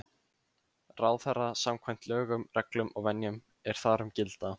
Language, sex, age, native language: Icelandic, male, 15, Icelandic